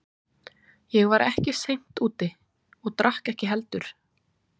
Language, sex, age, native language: Icelandic, female, 20-29, Icelandic